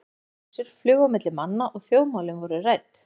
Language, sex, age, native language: Icelandic, female, 14, Icelandic